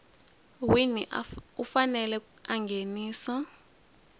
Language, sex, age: Tsonga, female, 20